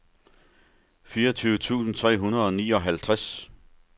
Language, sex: Danish, male